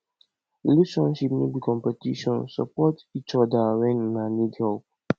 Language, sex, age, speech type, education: Nigerian Pidgin, male, 46-60, spontaneous, tertiary